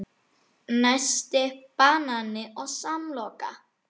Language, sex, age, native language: Icelandic, male, 9, Icelandic